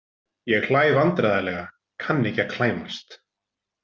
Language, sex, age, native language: Icelandic, male, 40-49, Icelandic